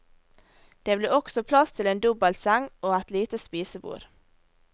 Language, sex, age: Norwegian, female, 18